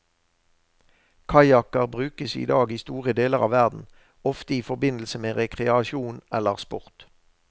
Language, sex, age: Norwegian, male, 63